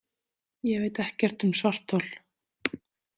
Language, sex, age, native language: Icelandic, female, 30-39, Icelandic